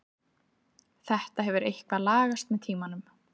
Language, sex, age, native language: Icelandic, female, 30-39, Icelandic